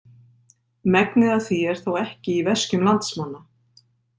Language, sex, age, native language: Icelandic, female, 50-59, Icelandic